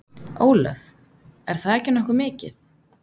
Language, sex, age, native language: Icelandic, female, 30-39, Icelandic